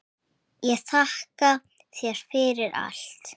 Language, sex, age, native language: Icelandic, female, 7, Icelandic